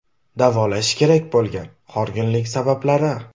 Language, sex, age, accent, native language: Uzbek, male, 18-24, Toshkent shahri, Uzbek